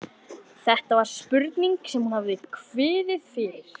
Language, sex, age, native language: Icelandic, female, 13, Icelandic